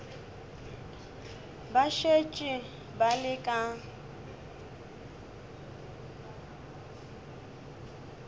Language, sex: Northern Sotho, male